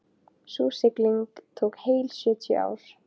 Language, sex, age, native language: Icelandic, female, 15, Icelandic